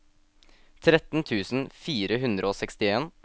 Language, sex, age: Norwegian, male, 18